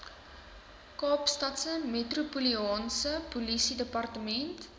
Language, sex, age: Afrikaans, female, 19